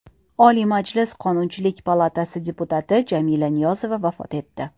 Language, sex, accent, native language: Uzbek, female, Toshkent shahri, Uzbek